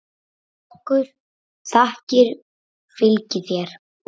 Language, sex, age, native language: Icelandic, female, 7, Icelandic